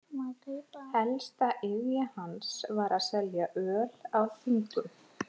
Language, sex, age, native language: Icelandic, female, 40-49, Icelandic